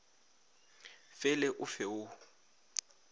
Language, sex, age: Northern Sotho, male, 20